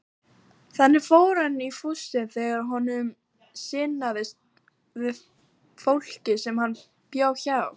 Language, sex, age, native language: Icelandic, female, 40-49, Icelandic